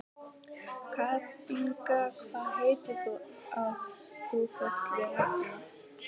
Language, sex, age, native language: Icelandic, female, 18-19, Icelandic